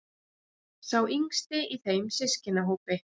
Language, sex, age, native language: Icelandic, female, 40-49, Icelandic